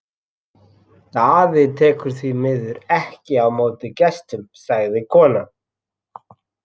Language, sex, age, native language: Icelandic, male, 30-39, Icelandic